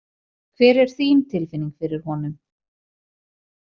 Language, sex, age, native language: Icelandic, female, 40-49, Icelandic